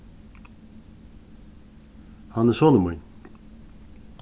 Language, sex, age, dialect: Faroese, male, 36-60, Suðuroy